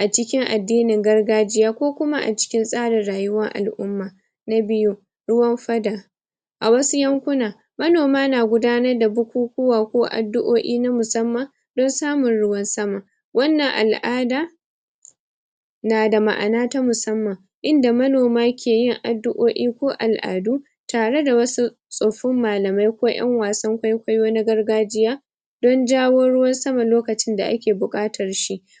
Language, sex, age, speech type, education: Hausa, female, 15-29, spontaneous, tertiary